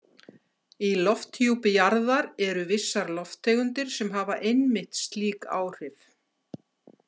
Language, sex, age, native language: Icelandic, female, 50-59, Icelandic